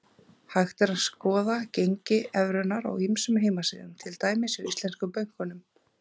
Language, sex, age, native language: Icelandic, female, 30-39, Icelandic